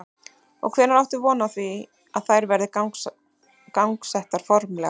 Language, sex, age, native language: Icelandic, female, 30-39, Icelandic